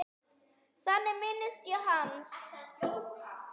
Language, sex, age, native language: Icelandic, female, 9, Icelandic